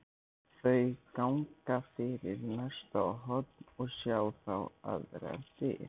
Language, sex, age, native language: Icelandic, male, 14, Icelandic